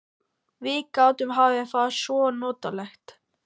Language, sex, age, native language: Icelandic, male, 12, Icelandic